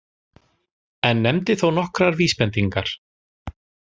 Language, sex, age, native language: Icelandic, male, 40-49, Icelandic